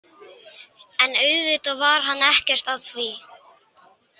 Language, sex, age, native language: Icelandic, male, 18-19, Icelandic